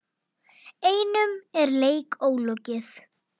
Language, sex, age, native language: Icelandic, female, 9, Icelandic